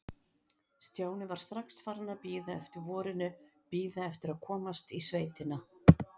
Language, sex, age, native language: Icelandic, female, 60-69, Icelandic